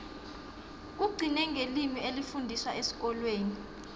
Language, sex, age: South Ndebele, female, 22